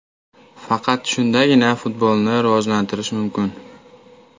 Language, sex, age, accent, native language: Uzbek, male, 18-24, Toshkent viloyati, Uzbek